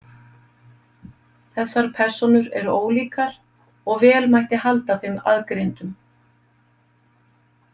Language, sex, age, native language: Icelandic, female, 50-59, Icelandic